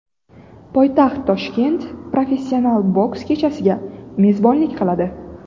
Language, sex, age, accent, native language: Uzbek, female, 18-24, Navoiy, Uzbek